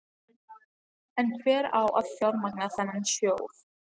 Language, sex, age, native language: Icelandic, other, 13, Icelandic